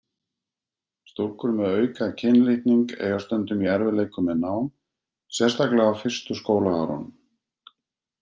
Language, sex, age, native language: Icelandic, male, 50-59, Icelandic